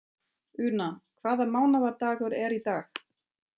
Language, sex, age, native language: Icelandic, female, 30-39, German